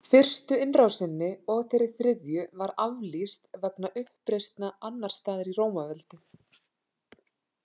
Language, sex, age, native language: Icelandic, female, 30-39, Icelandic